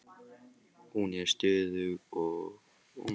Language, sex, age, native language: Icelandic, male, 18-19, Icelandic